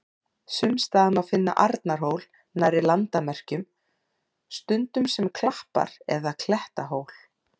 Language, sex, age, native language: Icelandic, female, 40-49, Icelandic